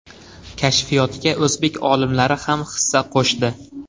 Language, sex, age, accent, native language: Uzbek, male, 18-24, Farg'ona, Uzbek